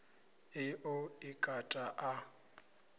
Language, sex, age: Venda, male, 26